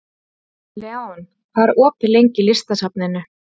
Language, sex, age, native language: Icelandic, female, 30-39, Icelandic